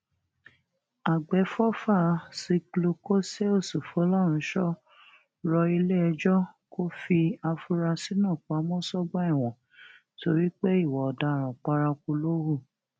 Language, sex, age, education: Yoruba, female, 46-60, tertiary